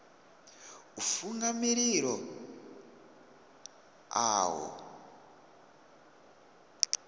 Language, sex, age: Venda, male, 22